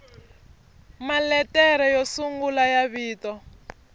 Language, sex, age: Tsonga, female, 25